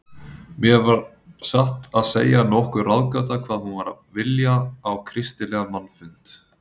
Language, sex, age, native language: Icelandic, male, 30-39, Icelandic